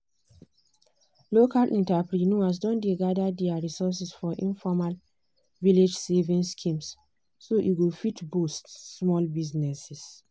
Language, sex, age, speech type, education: Nigerian Pidgin, female, 15-29, spontaneous, tertiary